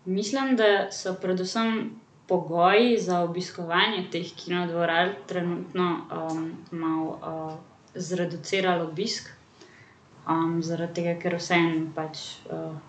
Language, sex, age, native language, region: Slovenian, female, 18-29, Slovenian, Central Slovenia